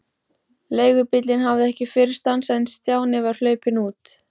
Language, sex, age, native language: Icelandic, female, 14, Icelandic